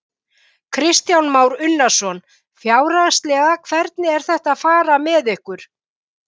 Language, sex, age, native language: Icelandic, female, 50-59, Icelandic